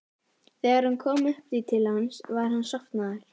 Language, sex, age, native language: Icelandic, female, 11, Icelandic